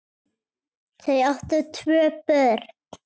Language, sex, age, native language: Icelandic, male, 7, Icelandic